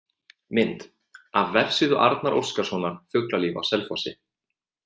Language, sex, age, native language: Icelandic, male, 20-29, Icelandic